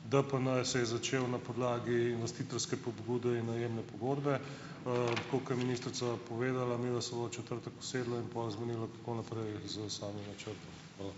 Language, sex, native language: Slovenian, male, Slovenian